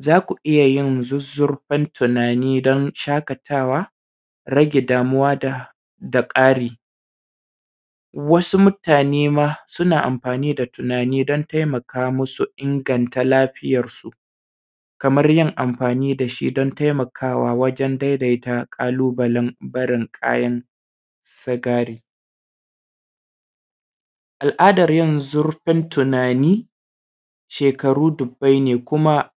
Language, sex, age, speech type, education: Hausa, male, 30-45, spontaneous, primary